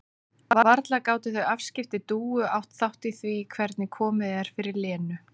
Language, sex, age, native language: Icelandic, female, 30-39, Icelandic